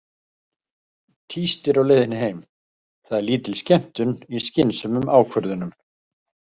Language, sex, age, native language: Icelandic, male, 50-59, Icelandic